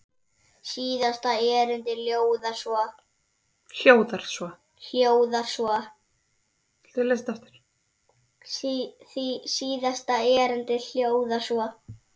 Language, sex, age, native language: Icelandic, female, 7, Icelandic